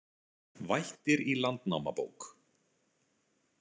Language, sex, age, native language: Icelandic, male, 40-49, Icelandic